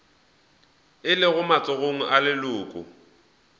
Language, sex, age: Northern Sotho, male, 20